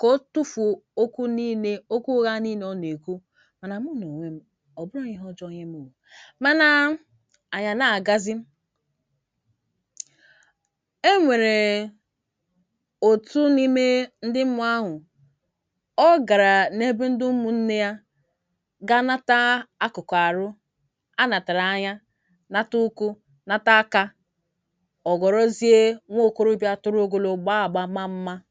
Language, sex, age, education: Igbo, female, 46-60, tertiary